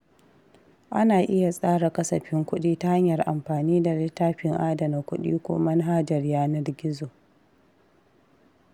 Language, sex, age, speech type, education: Hausa, female, 15-29, read, tertiary